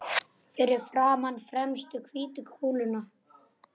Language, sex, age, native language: Icelandic, male, 9, Icelandic